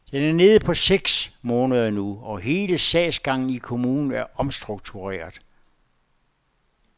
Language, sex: Danish, male